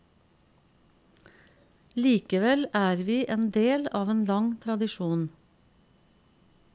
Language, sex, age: Norwegian, female, 50